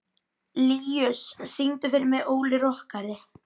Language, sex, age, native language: Icelandic, male, 11, Icelandic